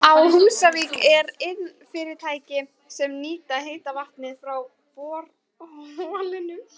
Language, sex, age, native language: Icelandic, female, 12, Icelandic